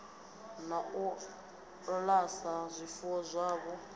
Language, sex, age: Venda, female, 22